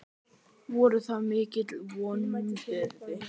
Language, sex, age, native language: Icelandic, male, 11, Icelandic